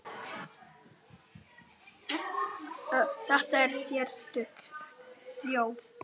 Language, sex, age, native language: Icelandic, male, 10, Czech